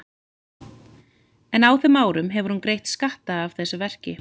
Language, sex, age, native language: Icelandic, female, 30-39, Icelandic